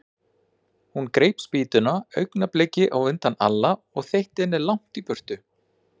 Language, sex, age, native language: Icelandic, male, 40-49, Icelandic